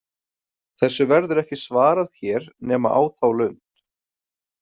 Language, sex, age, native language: Icelandic, male, 40-49, Icelandic